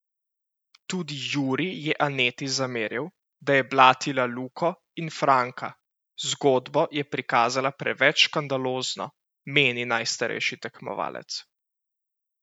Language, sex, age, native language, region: Slovenian, male, 18-29, Slovenian, Central Slovenia